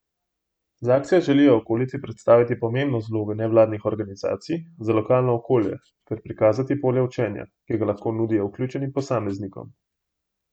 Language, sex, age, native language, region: Slovenian, male, 18-29, Slovenian, Gorenjska region